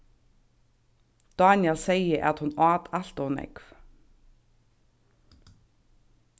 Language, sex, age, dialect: Faroese, female, 15-35, Suðurstreymoy